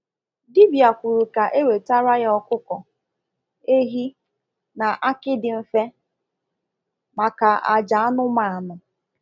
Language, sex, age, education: Igbo, female, 15-29, tertiary